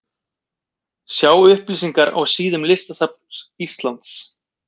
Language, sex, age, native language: Icelandic, male, 20-29, Icelandic